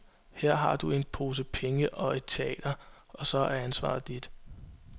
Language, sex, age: Danish, male, 22